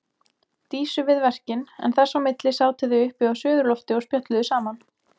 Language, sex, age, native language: Icelandic, female, 20-29, Icelandic